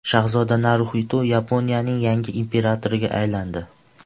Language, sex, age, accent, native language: Uzbek, male, 12-17, Andijon, Uzbek